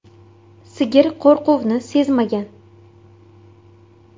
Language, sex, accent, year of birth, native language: Uzbek, female, Toshkent shahri, 1999, Uzbek